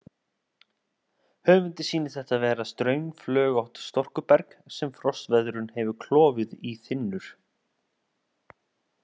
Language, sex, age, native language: Icelandic, male, 30-39, Icelandic